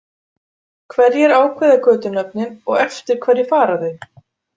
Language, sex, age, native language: Icelandic, female, 40-49, Icelandic